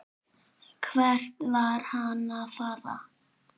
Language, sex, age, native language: Icelandic, male, 7, Icelandic